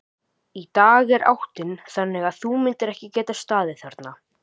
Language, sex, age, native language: Icelandic, male, 18-19, Icelandic